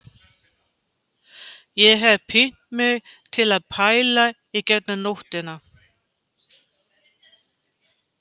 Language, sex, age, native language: Icelandic, female, 50-59, Icelandic